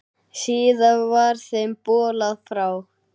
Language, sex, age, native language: Icelandic, male, 9, Icelandic